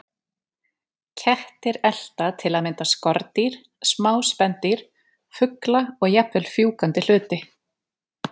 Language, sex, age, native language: Icelandic, female, 30-39, Icelandic